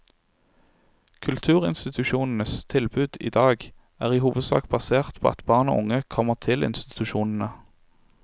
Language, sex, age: Norwegian, male, 23